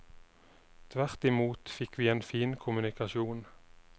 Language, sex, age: Norwegian, male, 29